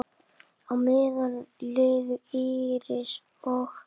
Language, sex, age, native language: Icelandic, male, 10, Icelandic